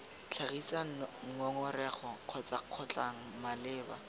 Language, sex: Tswana, male